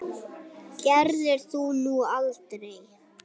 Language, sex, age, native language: Icelandic, male, 8, Icelandic